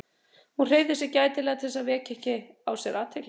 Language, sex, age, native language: Icelandic, female, 30-39, Icelandic